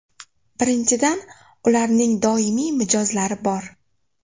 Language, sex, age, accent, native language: Uzbek, female, 18-24, Navoiy, Uzbek